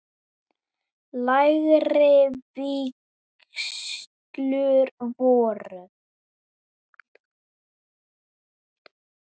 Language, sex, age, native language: Icelandic, male, 7, Icelandic